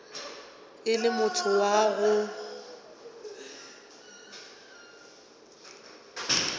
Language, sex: Northern Sotho, female